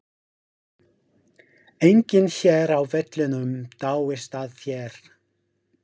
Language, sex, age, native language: Icelandic, male, 50-59, English